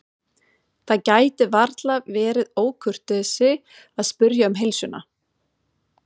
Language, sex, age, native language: Icelandic, female, 40-49, Swedish